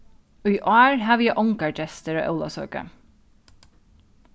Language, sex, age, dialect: Faroese, female, 36-60, Norðuroyggjar